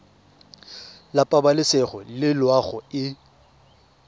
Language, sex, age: Tswana, male, 23